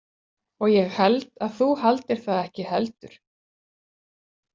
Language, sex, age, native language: Icelandic, female, 40-49, Icelandic